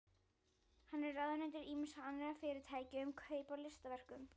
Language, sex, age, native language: Icelandic, female, 11, Icelandic